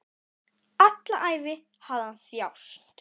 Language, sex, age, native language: Icelandic, male, 9, Icelandic